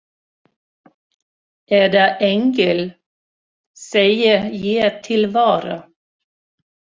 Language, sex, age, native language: Icelandic, female, 60-69, Swedish